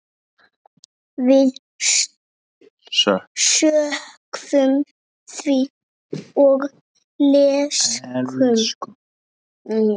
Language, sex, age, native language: Icelandic, male, 6, Icelandic